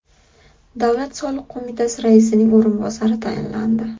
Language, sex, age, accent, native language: Uzbek, female, 25-34, Qashqadaryo, Uzbek